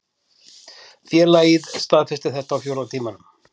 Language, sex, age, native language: Icelandic, male, 50-59, Icelandic